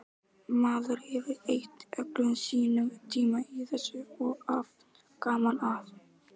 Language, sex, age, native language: Icelandic, male, 18-19, Icelandic